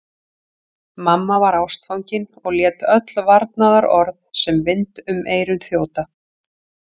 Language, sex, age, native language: Icelandic, female, 40-49, Icelandic